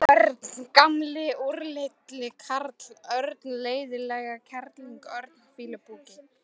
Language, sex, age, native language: Icelandic, female, 12, Icelandic